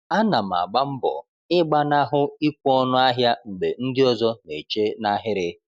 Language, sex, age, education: Igbo, male, 30-45, tertiary